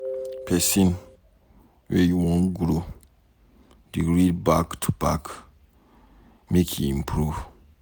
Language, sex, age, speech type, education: Nigerian Pidgin, male, 15-29, read, secondary